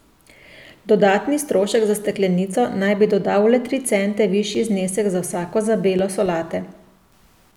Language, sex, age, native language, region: Slovenian, female, 30-49, Slovenian, Central Slovenia